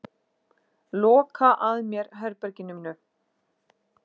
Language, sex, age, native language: Icelandic, female, 40-49, Icelandic